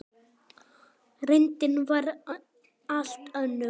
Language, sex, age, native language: Icelandic, male, 9, Icelandic